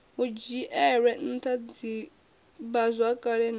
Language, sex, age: Venda, female, 21